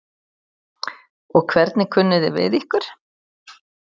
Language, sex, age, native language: Icelandic, female, 60-69, Icelandic